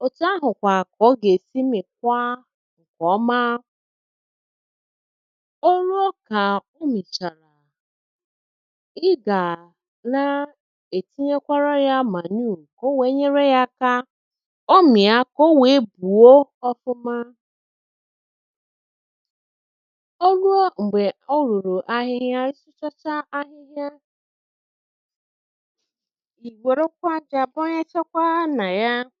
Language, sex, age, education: Igbo, female, 30-45, tertiary